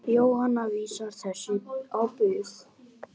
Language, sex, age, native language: Icelandic, male, 18-19, Icelandic